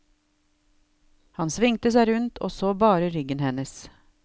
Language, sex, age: Norwegian, female, 52